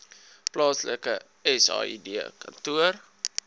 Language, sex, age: Afrikaans, male, 22